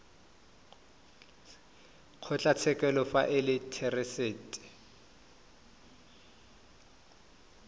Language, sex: Tswana, male